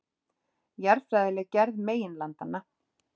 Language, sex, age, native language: Icelandic, female, 30-39, Icelandic